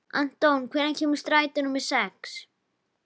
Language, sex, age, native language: Icelandic, female, 11, Icelandic